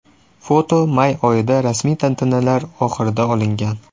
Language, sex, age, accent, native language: Uzbek, male, 18-24, Toshkent shahri, Uzbek